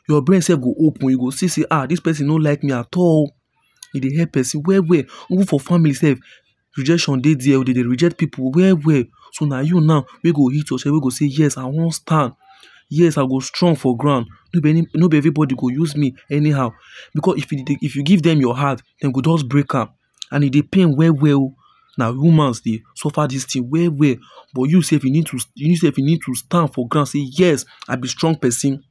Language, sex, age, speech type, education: Nigerian Pidgin, male, 15-29, spontaneous, tertiary